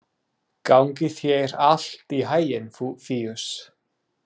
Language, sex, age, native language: Icelandic, male, 30-39, English